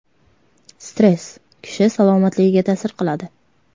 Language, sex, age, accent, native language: Uzbek, female, 18-24, Toshkent viloyati, Uzbek